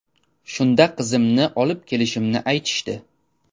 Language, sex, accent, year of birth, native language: Uzbek, male, Toshkent shahri, 2002, Uzbek